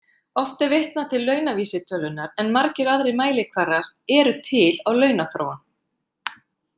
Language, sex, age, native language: Icelandic, female, 50-59, Icelandic